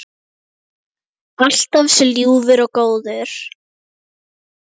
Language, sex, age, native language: Icelandic, female, 9, Icelandic